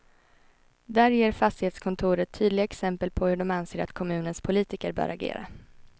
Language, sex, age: Swedish, female, 21